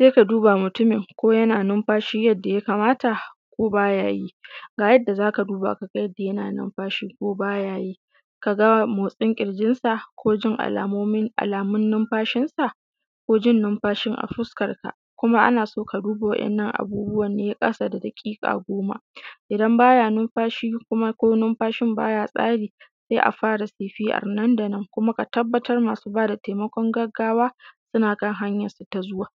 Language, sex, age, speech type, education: Hausa, female, 15-29, spontaneous, secondary